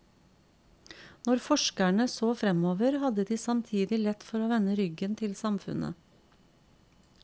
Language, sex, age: Norwegian, female, 50